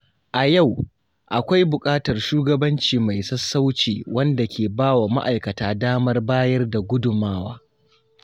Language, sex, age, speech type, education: Hausa, male, 15-29, spontaneous, tertiary